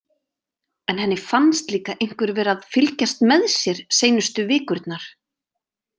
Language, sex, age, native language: Icelandic, female, 30-39, Icelandic